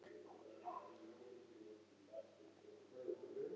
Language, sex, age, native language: Icelandic, female, 18-19, Swedish